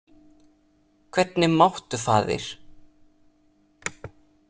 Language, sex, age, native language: Icelandic, male, 30-39, Italian